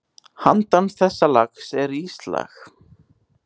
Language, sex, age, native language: Icelandic, male, 18-19, Icelandic